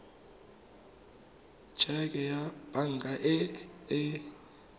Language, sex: Tswana, male